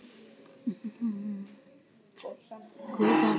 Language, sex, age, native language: Icelandic, male, 18-19, Icelandic